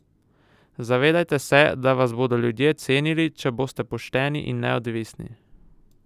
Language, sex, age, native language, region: Slovenian, male, 18-29, Slovenian, Southeast Slovenia